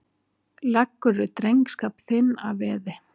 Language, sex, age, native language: Icelandic, female, 40-49, Icelandic